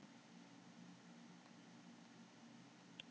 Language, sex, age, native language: Icelandic, female, 18-19, Icelandic